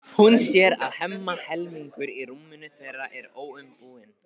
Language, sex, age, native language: Icelandic, male, 15, Icelandic